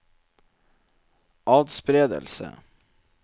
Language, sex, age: Norwegian, male, 27